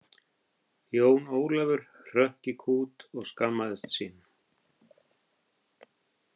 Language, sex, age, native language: Icelandic, male, 50-59, Icelandic